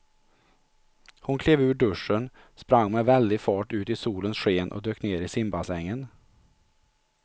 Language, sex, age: Swedish, male, 43